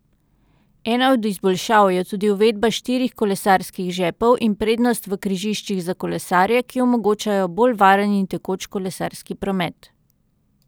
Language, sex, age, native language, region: Slovenian, female, 30-49, Slovenian, Central Slovenia